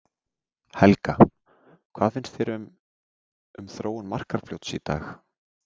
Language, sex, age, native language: Icelandic, male, 30-39, Icelandic